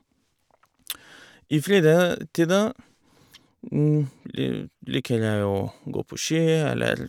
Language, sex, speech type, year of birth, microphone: Norwegian, male, spontaneous, 1985, Shure